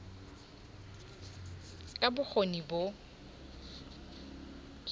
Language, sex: Southern Sotho, female